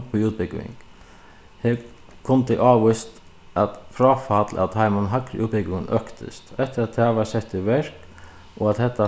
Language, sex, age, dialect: Faroese, male, 36-60, Suðuroy